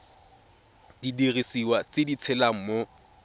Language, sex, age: Tswana, male, 22